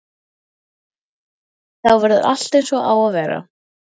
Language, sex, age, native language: Icelandic, female, 12, Icelandic